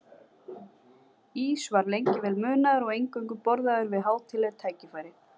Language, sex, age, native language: Icelandic, female, 40-49, Icelandic